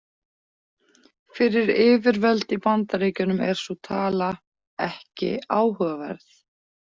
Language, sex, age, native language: Icelandic, female, 40-49, Icelandic